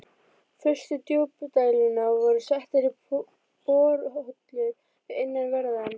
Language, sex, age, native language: Icelandic, female, 12, Icelandic